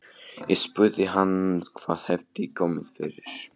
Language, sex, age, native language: Icelandic, male, 15, Polish